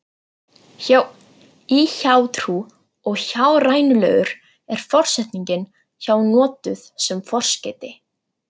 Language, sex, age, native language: Icelandic, female, 40-49, Icelandic